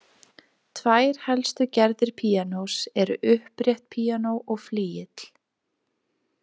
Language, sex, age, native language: Icelandic, female, 20-29, Icelandic